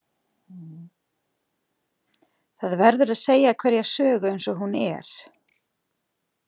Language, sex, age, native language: Icelandic, female, 40-49, Icelandic